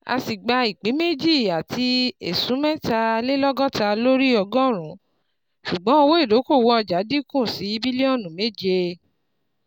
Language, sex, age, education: Yoruba, female, 30-45, tertiary